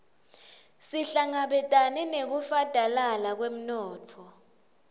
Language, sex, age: Swati, female, 20